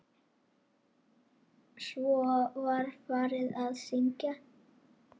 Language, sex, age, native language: Icelandic, female, 8, Icelandic